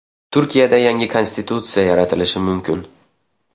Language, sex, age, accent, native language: Uzbek, male, 19-29, Xorazm, Uzbek